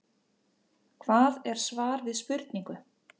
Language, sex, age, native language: Icelandic, female, 50-59, Icelandic